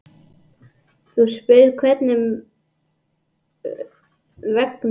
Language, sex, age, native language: Icelandic, male, 80-89, English